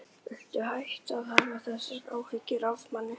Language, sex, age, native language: Icelandic, male, 11, Icelandic